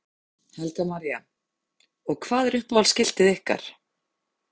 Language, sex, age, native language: Icelandic, female, 30-39, Icelandic